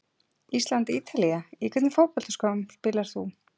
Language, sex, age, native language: Icelandic, female, 40-49, Icelandic